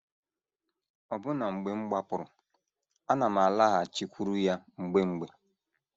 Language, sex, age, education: Igbo, male, 30-45, secondary